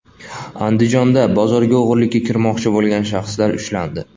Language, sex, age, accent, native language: Uzbek, male, 19-29, Andijon, Uzbek